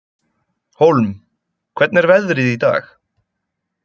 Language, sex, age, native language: Icelandic, male, 20-29, Icelandic